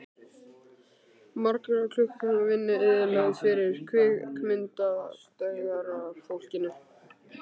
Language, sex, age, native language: Icelandic, male, 13, Icelandic